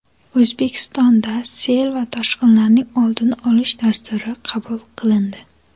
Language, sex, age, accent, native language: Uzbek, female, 19-29, Jizzax, Uzbek